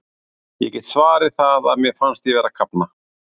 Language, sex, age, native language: Icelandic, male, 40-49, Icelandic